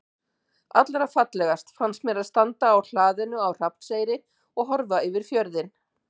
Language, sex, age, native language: Icelandic, female, 50-59, Icelandic